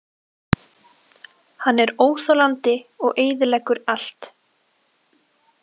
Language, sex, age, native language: Icelandic, female, 20-29, Icelandic